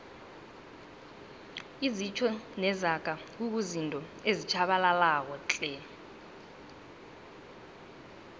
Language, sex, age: South Ndebele, female, 18